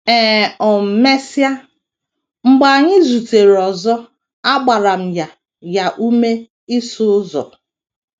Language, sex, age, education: Igbo, female, 30-45, tertiary